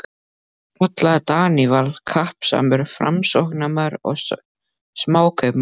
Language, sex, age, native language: Icelandic, male, 12, Icelandic